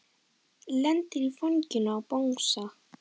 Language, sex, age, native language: Icelandic, female, 10, Icelandic